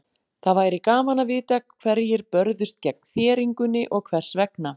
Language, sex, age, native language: Icelandic, female, 40-49, Icelandic